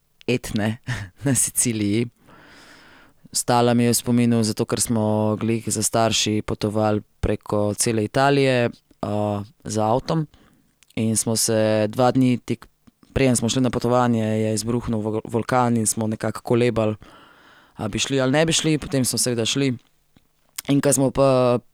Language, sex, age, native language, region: Slovenian, female, 30-49, Slovenian, Central Slovenia